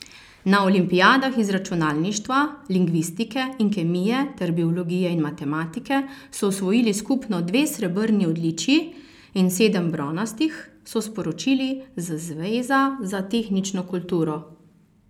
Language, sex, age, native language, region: Slovenian, female, 30-49, Slovenian, Carinthia region